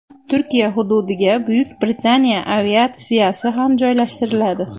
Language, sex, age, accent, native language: Uzbek, female, 25-34, Andijon, Uzbek